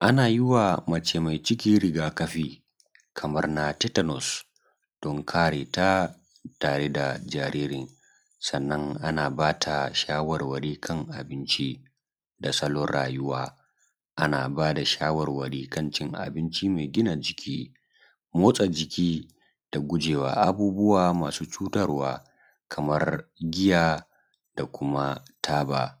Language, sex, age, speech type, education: Hausa, male, 15-29, spontaneous, secondary